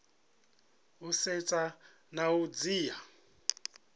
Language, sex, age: Venda, male, 37